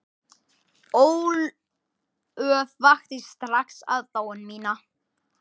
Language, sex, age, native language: Icelandic, male, 10, Icelandic